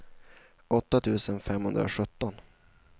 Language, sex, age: Swedish, male, 16